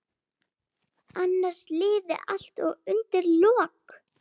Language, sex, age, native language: Icelandic, female, 9, Icelandic